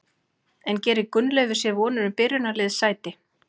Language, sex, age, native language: Icelandic, female, 40-49, Icelandic